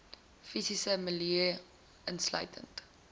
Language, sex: Afrikaans, female